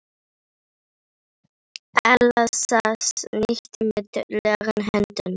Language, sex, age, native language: Icelandic, female, 10, Icelandic